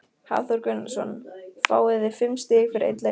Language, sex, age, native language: Icelandic, female, 15, Icelandic